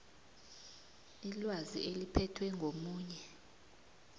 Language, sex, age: South Ndebele, female, 29